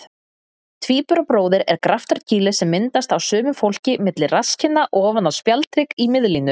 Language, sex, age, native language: Icelandic, female, 30-39, Icelandic